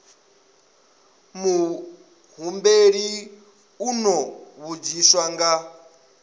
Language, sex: Venda, male